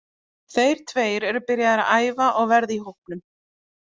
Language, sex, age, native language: Icelandic, female, 30-39, Icelandic